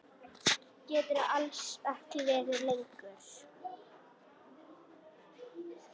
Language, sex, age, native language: Icelandic, other, 10, Icelandic